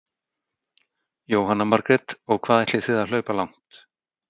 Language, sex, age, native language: Icelandic, male, 60-69, Icelandic